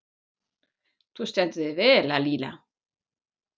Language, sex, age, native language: Icelandic, female, 40-49, German